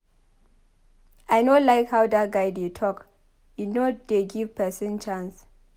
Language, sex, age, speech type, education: Nigerian Pidgin, female, 15-29, read, tertiary